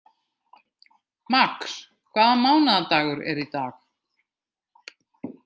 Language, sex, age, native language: Icelandic, female, 50-59, Icelandic